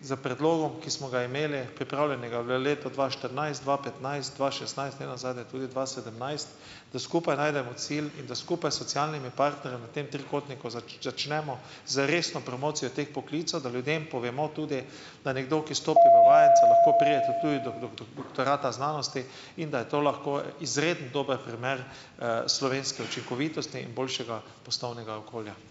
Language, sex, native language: Slovenian, male, Slovenian